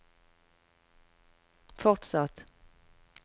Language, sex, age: Norwegian, female, 45